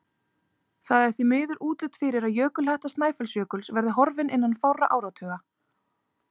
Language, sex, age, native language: Icelandic, female, 30-39, Icelandic